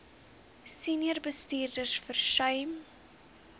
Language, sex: Afrikaans, female